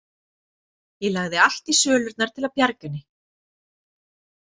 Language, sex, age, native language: Icelandic, female, 40-49, Icelandic